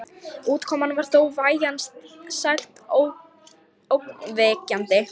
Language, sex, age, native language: Icelandic, female, 18-19, Lithuanian